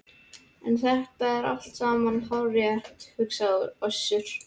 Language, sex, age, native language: Icelandic, male, 12, Icelandic